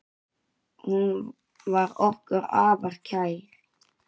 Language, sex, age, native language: Icelandic, male, 9, Icelandic